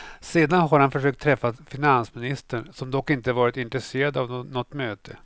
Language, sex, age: Swedish, male, 49